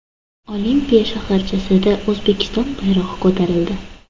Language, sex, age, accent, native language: Uzbek, female, under 19, Toshkent shahri, Uzbek